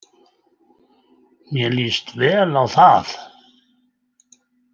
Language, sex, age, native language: Icelandic, male, 80-89, Icelandic